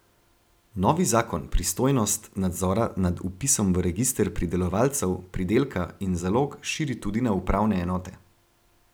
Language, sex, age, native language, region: Slovenian, male, 18-29, Slovenian, Gorenjska region